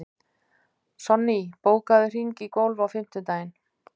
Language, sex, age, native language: Icelandic, female, 50-59, Icelandic